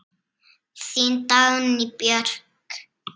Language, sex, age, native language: Icelandic, female, 7, Icelandic